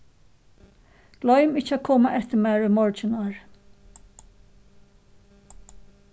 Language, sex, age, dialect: Faroese, female, 61+, Suðurstreymoy